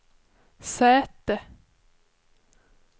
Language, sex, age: Swedish, female, 23